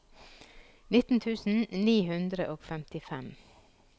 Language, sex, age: Norwegian, female, 46